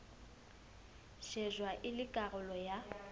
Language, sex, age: Southern Sotho, female, 19